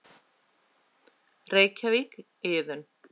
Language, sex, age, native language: Icelandic, female, 30-39, Icelandic